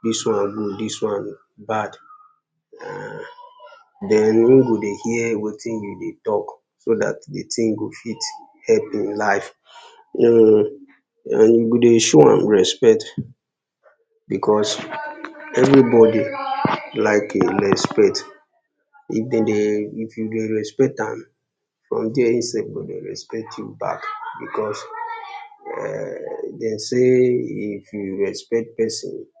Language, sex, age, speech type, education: Nigerian Pidgin, male, 15-29, spontaneous, secondary